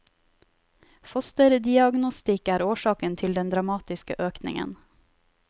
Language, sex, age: Norwegian, female, 31